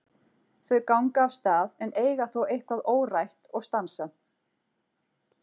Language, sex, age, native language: Icelandic, female, 40-49, Icelandic